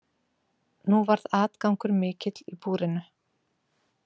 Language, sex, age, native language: Icelandic, female, 40-49, Icelandic